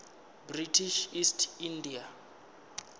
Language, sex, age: Venda, male, 19